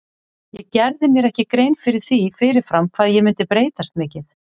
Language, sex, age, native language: Icelandic, female, 40-49, Icelandic